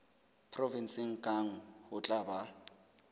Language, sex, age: Southern Sotho, male, 21